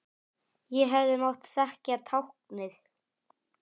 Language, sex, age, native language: Icelandic, male, 10, Icelandic